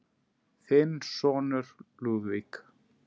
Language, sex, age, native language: Icelandic, male, 10, Icelandic